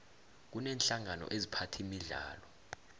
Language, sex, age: South Ndebele, male, 21